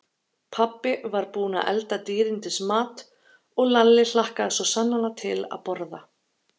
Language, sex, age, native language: Icelandic, female, 30-39, Icelandic